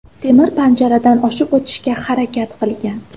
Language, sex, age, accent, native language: Uzbek, female, 18-24, Samarqand, Uzbek